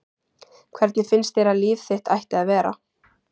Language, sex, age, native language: Icelandic, female, 14, Icelandic